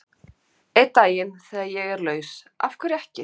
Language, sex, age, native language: Icelandic, female, 50-59, Icelandic